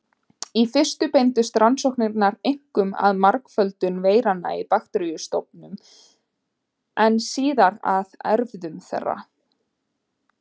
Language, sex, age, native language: Icelandic, female, 20-29, Icelandic